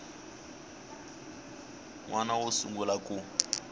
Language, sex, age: Tsonga, male, 21